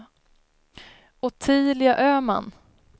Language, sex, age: Swedish, female, 33